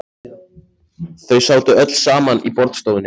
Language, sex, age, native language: Icelandic, male, 14, Icelandic